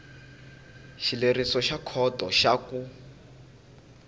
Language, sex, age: Tsonga, male, 19